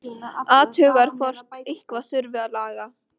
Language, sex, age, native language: Icelandic, female, 13, Icelandic